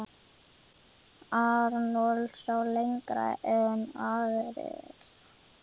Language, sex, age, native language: Icelandic, female, 9, Icelandic